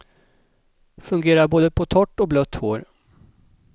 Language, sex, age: Swedish, male, 37